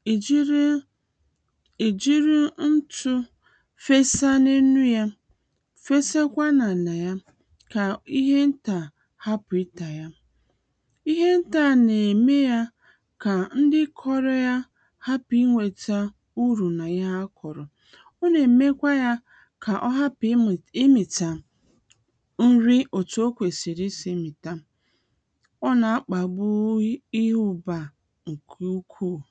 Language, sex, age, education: Igbo, female, 30-45, tertiary